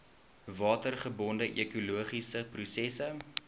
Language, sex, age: Afrikaans, male, 19